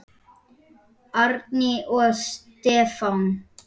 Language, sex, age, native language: Icelandic, male, 10, Icelandic